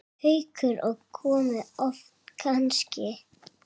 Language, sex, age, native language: Icelandic, female, 7, Icelandic